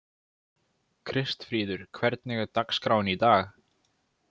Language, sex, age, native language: Icelandic, male, 20-29, Icelandic